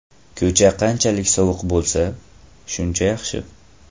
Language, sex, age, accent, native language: Uzbek, male, 18-24, Farg'ona, Uzbek